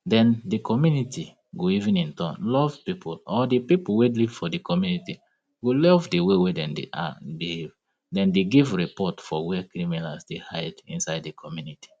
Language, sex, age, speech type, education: Nigerian Pidgin, male, 30-45, spontaneous, tertiary